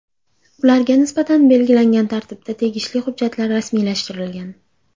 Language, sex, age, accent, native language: Uzbek, female, 18-24, Andijon, Uzbek